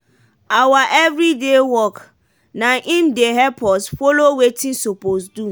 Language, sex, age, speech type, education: Nigerian Pidgin, female, 15-29, spontaneous, tertiary